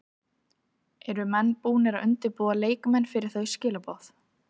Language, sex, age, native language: Icelandic, female, 30-39, Icelandic